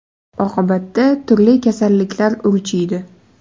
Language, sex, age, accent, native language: Uzbek, female, 19-29, Farg'ona, Uzbek